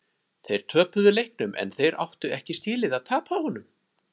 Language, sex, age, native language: Icelandic, male, 30-39, Icelandic